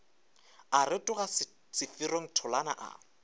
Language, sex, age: Northern Sotho, male, 24